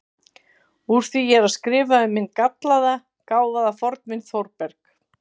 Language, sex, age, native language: Icelandic, female, 50-59, Icelandic